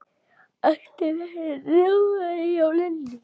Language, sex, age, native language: Icelandic, male, 10, Icelandic